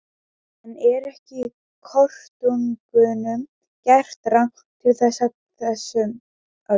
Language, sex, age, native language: Icelandic, female, 12, Icelandic